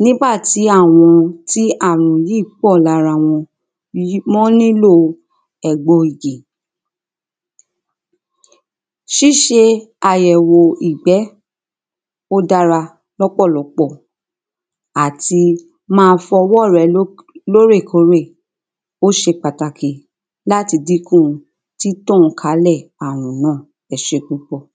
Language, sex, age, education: Yoruba, female, 30-45, primary